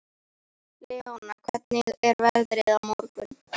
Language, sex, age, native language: Icelandic, female, 13, Icelandic